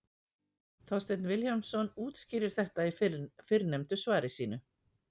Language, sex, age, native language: Icelandic, female, 50-59, Icelandic